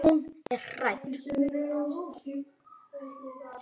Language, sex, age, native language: Icelandic, male, 8, Icelandic